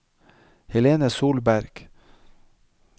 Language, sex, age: Norwegian, male, 55